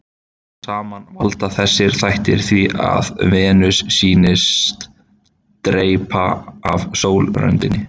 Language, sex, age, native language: Icelandic, male, 20-29, Icelandic